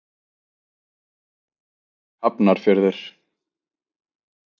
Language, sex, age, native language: Icelandic, male, 20-29, Icelandic